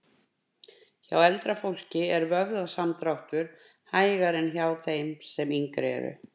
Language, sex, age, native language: Icelandic, female, 50-59, Icelandic